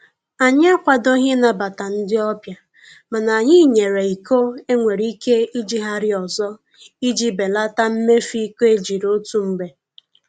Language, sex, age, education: Igbo, female, 15-29, tertiary